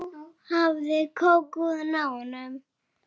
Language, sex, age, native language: Icelandic, female, 7, Icelandic